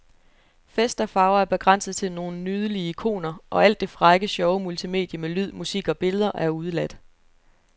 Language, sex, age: Danish, female, 29